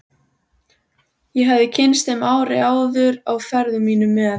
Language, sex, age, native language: Icelandic, female, 14, Icelandic